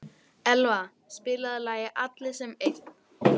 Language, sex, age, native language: Icelandic, female, 12, Icelandic